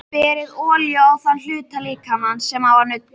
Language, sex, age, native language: Icelandic, female, 13, Icelandic